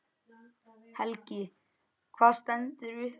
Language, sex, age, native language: Icelandic, male, 9, Icelandic